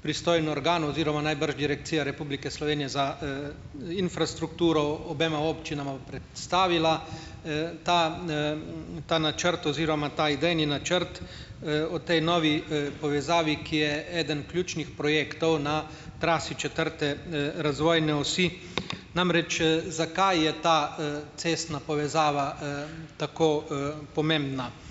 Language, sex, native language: Slovenian, male, Slovenian